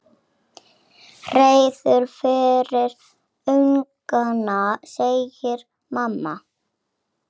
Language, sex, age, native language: Icelandic, female, 7, Icelandic